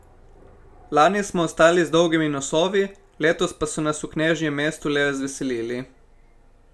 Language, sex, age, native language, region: Slovenian, male, 18-29, Slovenian, Primorsko-notranjska region